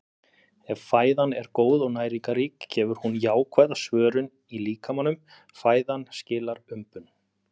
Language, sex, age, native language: Icelandic, male, 30-39, Icelandic